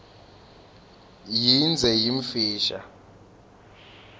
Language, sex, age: Swati, male, 19